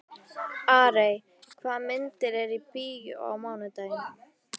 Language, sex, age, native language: Icelandic, male, 18-19, Icelandic